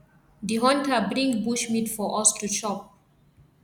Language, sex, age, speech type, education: Nigerian Pidgin, female, 30-45, spontaneous, tertiary